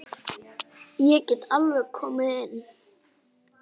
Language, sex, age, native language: Icelandic, female, 7, Icelandic